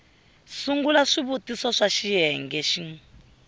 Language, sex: Tsonga, female